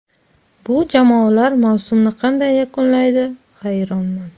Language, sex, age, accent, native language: Uzbek, female, 25-34, Surxondaryo, Uzbek